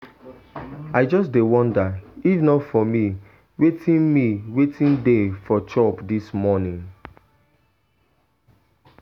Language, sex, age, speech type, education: Nigerian Pidgin, male, 15-29, spontaneous, tertiary